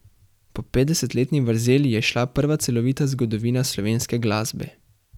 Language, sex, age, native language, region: Slovenian, male, 18-29, Slovenian, Central Slovenia